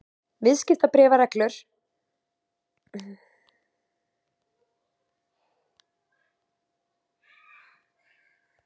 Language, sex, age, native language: Icelandic, female, 20-29, Icelandic